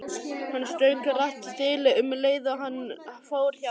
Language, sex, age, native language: Icelandic, male, 11, Icelandic